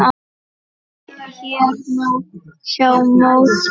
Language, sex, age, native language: Icelandic, female, 9, Icelandic